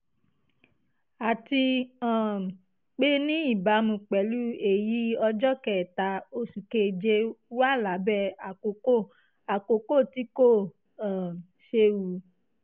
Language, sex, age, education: Yoruba, female, 15-29, tertiary